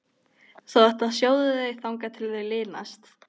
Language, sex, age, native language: Icelandic, female, 13, Icelandic